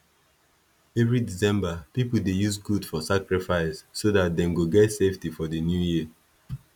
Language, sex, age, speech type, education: Nigerian Pidgin, male, 15-29, spontaneous, tertiary